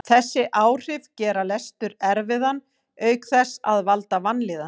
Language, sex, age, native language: Icelandic, female, 40-49, Icelandic